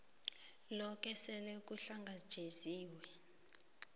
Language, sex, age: South Ndebele, female, 23